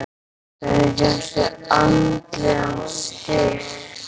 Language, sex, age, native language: Icelandic, male, 8, Icelandic